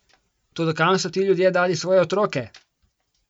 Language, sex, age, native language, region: Slovenian, male, 18-29, Slovenian, Coastal Karst region